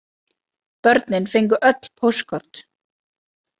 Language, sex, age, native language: Icelandic, female, 30-39, Icelandic